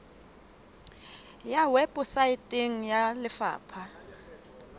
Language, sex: Southern Sotho, female